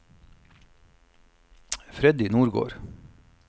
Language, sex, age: Norwegian, male, 45